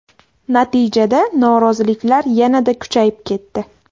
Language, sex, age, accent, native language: Uzbek, female, 18-24, Andijon, Uzbek